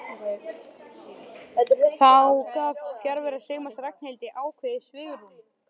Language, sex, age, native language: Icelandic, male, 11, Icelandic